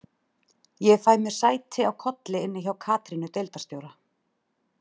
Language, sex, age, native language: Icelandic, female, 30-39, Icelandic